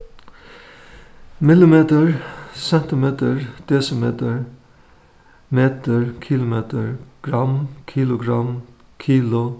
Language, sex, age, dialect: Faroese, male, 61+, Suðuroy